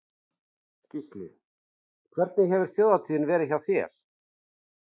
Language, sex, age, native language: Icelandic, male, 40-49, Icelandic